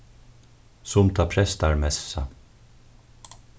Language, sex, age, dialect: Faroese, male, 36-60, Suðurstreymoy